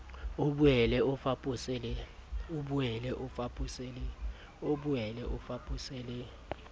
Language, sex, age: Southern Sotho, male, 30